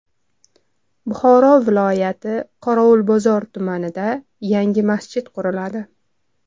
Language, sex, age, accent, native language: Uzbek, female, 25-34, Toshkent shahri, Uzbek